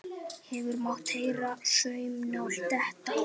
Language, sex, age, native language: Icelandic, male, 8, Icelandic